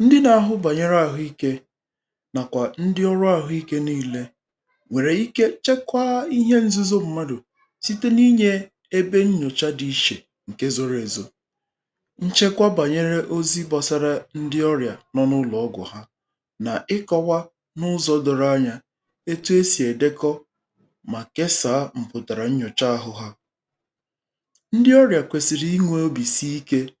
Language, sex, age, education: Igbo, male, 30-45, tertiary